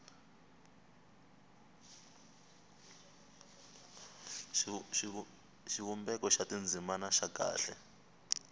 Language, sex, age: Tsonga, male, 21